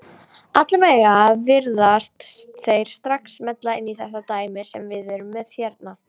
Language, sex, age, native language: Icelandic, female, 18-19, Icelandic